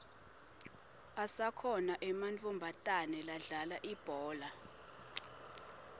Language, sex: Swati, female